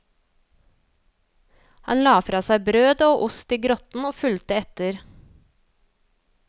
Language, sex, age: Norwegian, female, 27